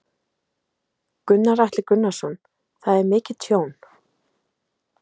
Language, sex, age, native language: Icelandic, female, 30-39, Icelandic